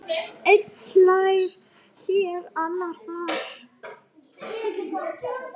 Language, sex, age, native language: Icelandic, female, 9, Icelandic